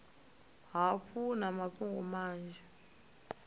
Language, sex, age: Venda, female, 20